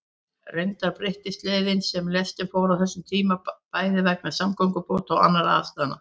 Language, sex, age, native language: Icelandic, female, 50-59, Icelandic